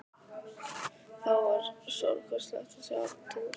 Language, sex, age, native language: Icelandic, male, 11, Icelandic